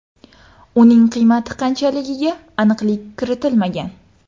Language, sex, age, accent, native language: Uzbek, female, under 19, Qoraqalpog'iston, Uzbek